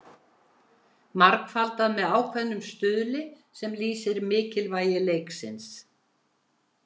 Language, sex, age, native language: Icelandic, female, 70-79, Icelandic